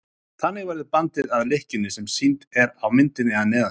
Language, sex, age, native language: Icelandic, male, 30-39, Icelandic